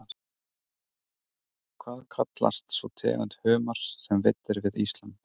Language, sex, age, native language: Icelandic, male, 30-39, Icelandic